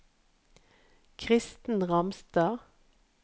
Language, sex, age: Norwegian, female, 51